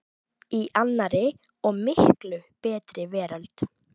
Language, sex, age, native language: Icelandic, female, 12, Icelandic